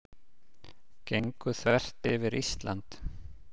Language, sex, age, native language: Icelandic, male, 50-59, Icelandic